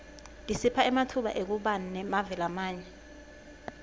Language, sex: Swati, female